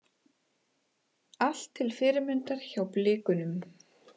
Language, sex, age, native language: Icelandic, female, 30-39, Icelandic